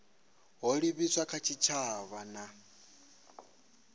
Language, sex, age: Venda, male, 26